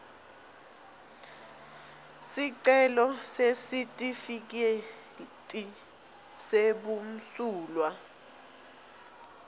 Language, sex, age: Swati, female, 20